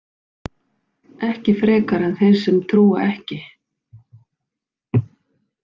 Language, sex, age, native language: Icelandic, female, 50-59, Icelandic